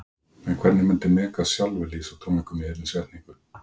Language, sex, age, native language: Icelandic, male, 40-49, Icelandic